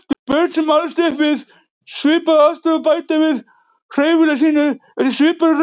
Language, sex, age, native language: Icelandic, male, 40-49, Icelandic